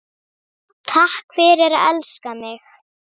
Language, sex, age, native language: Icelandic, female, 7, Icelandic